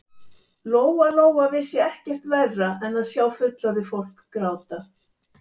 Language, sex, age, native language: Icelandic, female, 70-79, Icelandic